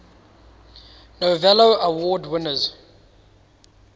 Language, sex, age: English, male, 19